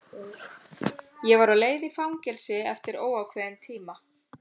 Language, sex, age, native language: Icelandic, male, 11, Icelandic